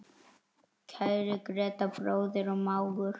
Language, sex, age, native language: Icelandic, male, 9, Icelandic